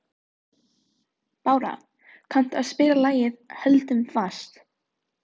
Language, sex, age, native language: Icelandic, female, 13, Filipino